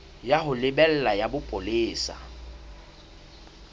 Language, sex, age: Southern Sotho, male, 21